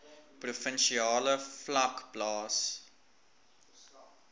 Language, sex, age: Afrikaans, male, 19